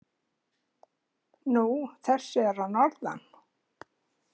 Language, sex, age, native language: Icelandic, female, 70-79, Icelandic